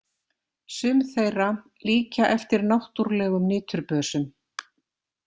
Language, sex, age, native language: Icelandic, female, 50-59, Icelandic